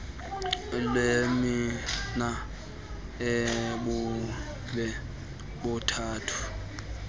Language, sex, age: Xhosa, male, 19